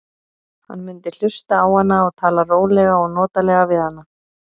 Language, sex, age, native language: Icelandic, female, 30-39, Icelandic